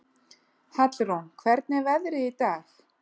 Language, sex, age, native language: Icelandic, female, 30-39, Icelandic